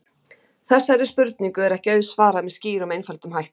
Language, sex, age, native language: Icelandic, female, 50-59, Icelandic